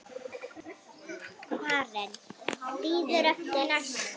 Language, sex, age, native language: Icelandic, female, 6, Icelandic